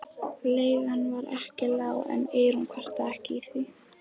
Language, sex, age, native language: Icelandic, female, 11, Icelandic